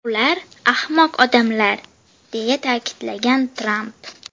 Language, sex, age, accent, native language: Uzbek, female, 12-17, Andijon, Uzbek